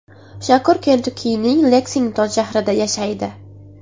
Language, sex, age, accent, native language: Uzbek, female, under 19, Buxoro, Uzbek